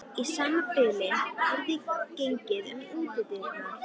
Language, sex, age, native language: Icelandic, female, 13, Icelandic